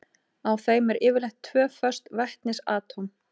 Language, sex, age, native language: Icelandic, female, 30-39, Icelandic